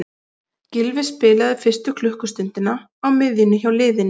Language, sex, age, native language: Icelandic, female, 40-49, Icelandic